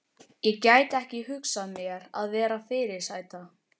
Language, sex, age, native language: Icelandic, male, 12, Icelandic